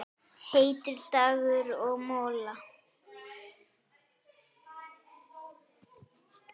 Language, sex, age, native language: Icelandic, female, 10, Icelandic